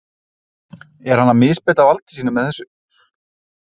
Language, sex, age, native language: Icelandic, male, 30-39, Icelandic